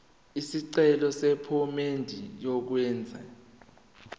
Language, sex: Zulu, male